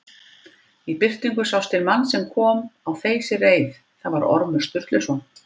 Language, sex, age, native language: Icelandic, female, 50-59, Icelandic